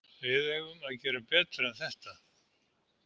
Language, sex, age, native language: Icelandic, male, 70-79, Icelandic